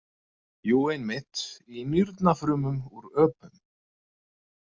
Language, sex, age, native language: Icelandic, male, 30-39, Icelandic